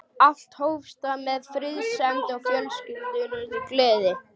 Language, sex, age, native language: Icelandic, male, 12, Icelandic